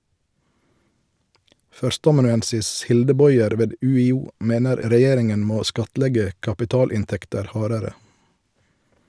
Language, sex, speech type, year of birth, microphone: Norwegian, male, read, 1971, Shure